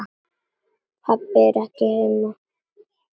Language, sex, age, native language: Icelandic, female, 9, Icelandic